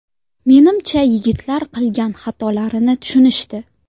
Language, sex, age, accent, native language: Uzbek, female, 19-29, Sirdaryo, Uzbek